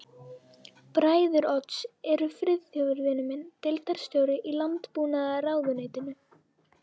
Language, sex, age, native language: Icelandic, female, 12, Icelandic